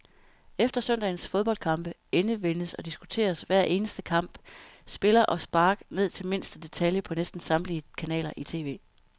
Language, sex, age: Danish, female, 32